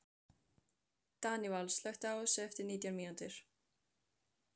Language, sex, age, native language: Icelandic, female, 15, Icelandic